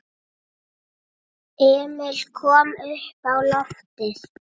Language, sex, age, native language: Icelandic, female, 8, Icelandic